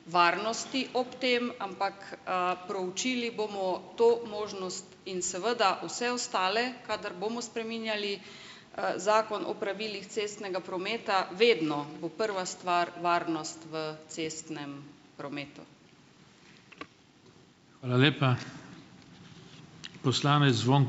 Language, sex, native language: Slovenian, female, Slovenian